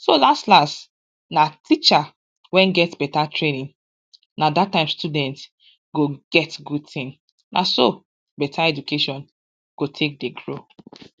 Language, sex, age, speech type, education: Nigerian Pidgin, female, 46-60, spontaneous, tertiary